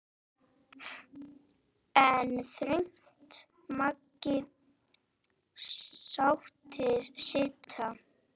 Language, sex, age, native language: Icelandic, female, 9, Icelandic